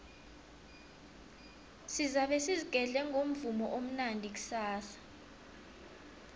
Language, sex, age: South Ndebele, female, 22